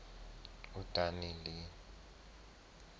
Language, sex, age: South Ndebele, male, 19